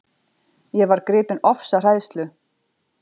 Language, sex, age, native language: Icelandic, female, 40-49, Icelandic